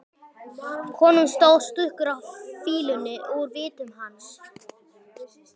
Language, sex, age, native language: Icelandic, male, 12, Icelandic